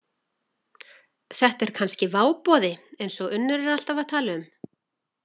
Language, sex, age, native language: Icelandic, female, 40-49, Icelandic